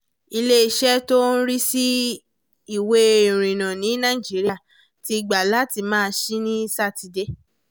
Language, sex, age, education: Yoruba, female, 15-29, tertiary